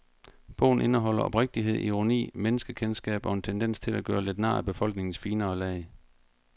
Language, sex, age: Danish, male, 42